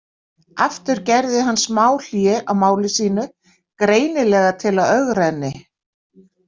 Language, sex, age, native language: Icelandic, female, 60-69, Icelandic